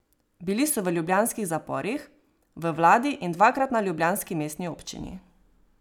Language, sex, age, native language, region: Slovenian, female, 18-29, Slovenian, Savinja region